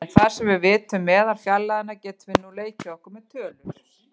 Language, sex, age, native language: Icelandic, female, 40-49, Icelandic